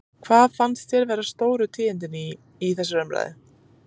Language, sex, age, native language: Icelandic, female, 30-39, Icelandic